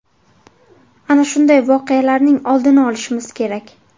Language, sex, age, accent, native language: Uzbek, female, 18-24, Buxoro, Uzbek